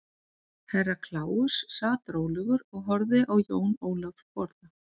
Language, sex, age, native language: Icelandic, female, 40-49, Icelandic